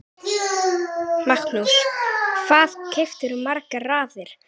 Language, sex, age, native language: Icelandic, female, 8, Icelandic